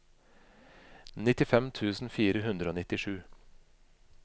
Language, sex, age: Norwegian, male, 25